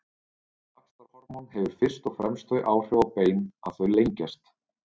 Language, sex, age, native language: Icelandic, male, 30-39, Icelandic